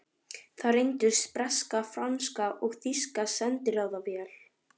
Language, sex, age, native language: Icelandic, female, 11, Icelandic